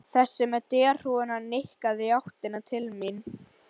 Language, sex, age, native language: Icelandic, male, 11, Icelandic